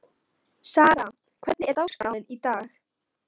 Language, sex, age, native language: Icelandic, female, 13, Polish